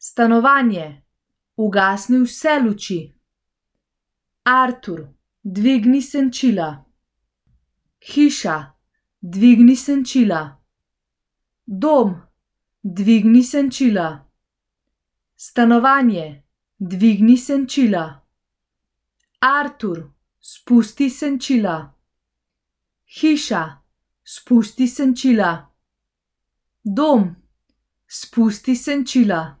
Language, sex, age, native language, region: Slovenian, female, 18-29, Slovenian, Central Slovenia